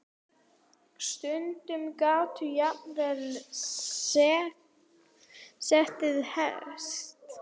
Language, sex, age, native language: Icelandic, female, 9, Icelandic